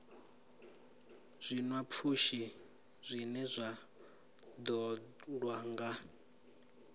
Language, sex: Venda, male